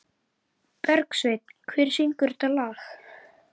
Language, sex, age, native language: Icelandic, male, 11, Icelandic